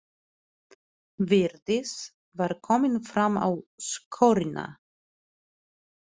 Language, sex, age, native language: Icelandic, female, 30-39, Polish